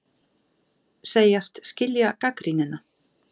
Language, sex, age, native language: Icelandic, female, 50-59, Icelandic